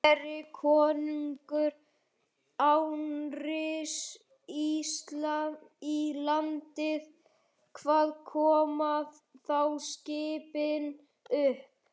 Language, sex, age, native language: Icelandic, male, 11, Icelandic